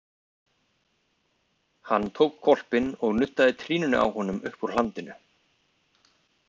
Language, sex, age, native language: Icelandic, male, 20-29, Icelandic